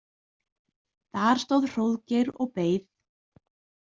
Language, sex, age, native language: Icelandic, female, 20-29, Icelandic